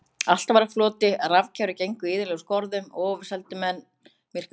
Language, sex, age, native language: Icelandic, other, 30-39, Icelandic